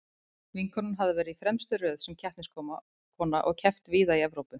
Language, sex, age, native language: Icelandic, female, 30-39, Icelandic